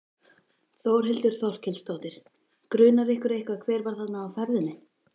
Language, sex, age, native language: Icelandic, female, 13, Icelandic